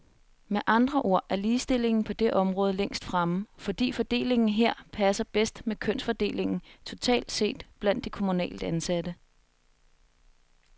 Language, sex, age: Danish, female, 21